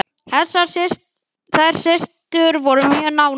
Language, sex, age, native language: Icelandic, male, 10, Icelandic